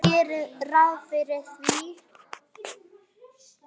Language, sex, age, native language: Icelandic, male, 8, Icelandic